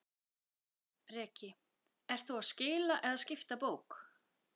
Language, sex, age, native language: Icelandic, female, 40-49, Icelandic